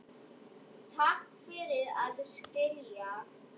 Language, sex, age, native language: Icelandic, female, 10, Icelandic